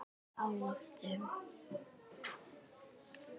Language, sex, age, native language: Icelandic, female, 10, Icelandic